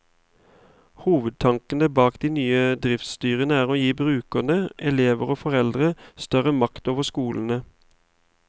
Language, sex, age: Norwegian, male, 31